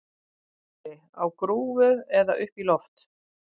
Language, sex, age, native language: Icelandic, female, 50-59, Icelandic